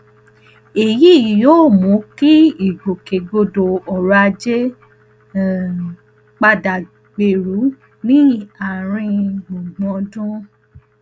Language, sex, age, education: Yoruba, female, 15-29, tertiary